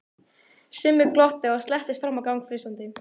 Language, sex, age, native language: Icelandic, female, 14, Icelandic